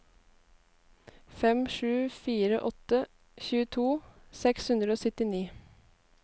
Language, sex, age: Norwegian, female, 18